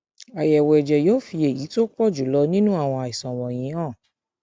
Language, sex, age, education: Yoruba, female, 15-29, tertiary